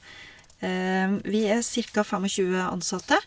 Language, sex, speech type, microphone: Norwegian, female, spontaneous, Shure